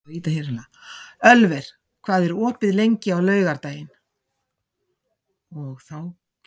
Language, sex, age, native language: Icelandic, female, 50-59, Icelandic